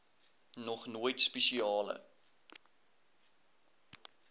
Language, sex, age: Afrikaans, male, 21